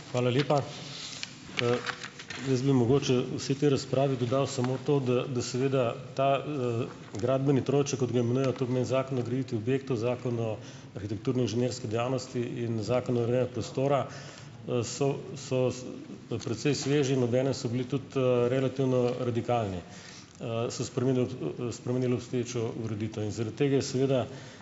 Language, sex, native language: Slovenian, male, Slovenian